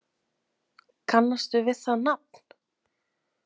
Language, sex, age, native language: Icelandic, female, 30-39, Icelandic